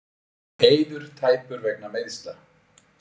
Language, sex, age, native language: Icelandic, male, 60-69, Icelandic